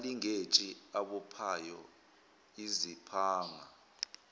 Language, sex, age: Zulu, male, 21